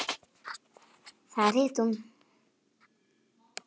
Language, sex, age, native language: Icelandic, female, 9, Icelandic